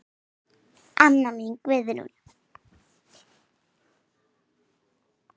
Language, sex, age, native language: Icelandic, female, 9, Icelandic